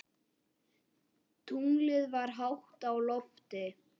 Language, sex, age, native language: Icelandic, male, 8, Icelandic